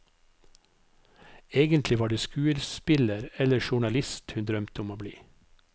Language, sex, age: Norwegian, male, 55